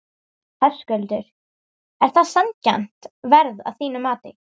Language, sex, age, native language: Icelandic, female, 18-19, Icelandic